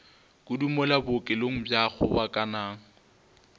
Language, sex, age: Northern Sotho, male, 20